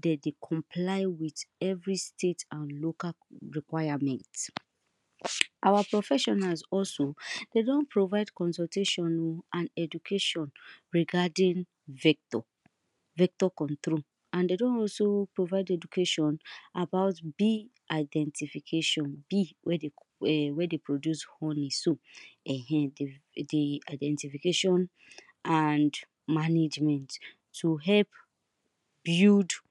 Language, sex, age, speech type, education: Nigerian Pidgin, female, 30-45, spontaneous, tertiary